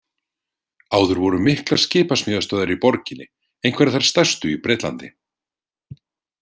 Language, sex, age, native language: Icelandic, male, 40-49, Icelandic